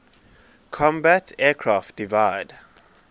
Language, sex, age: English, male, 23